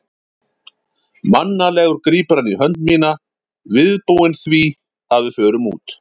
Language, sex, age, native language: Icelandic, male, 50-59, Icelandic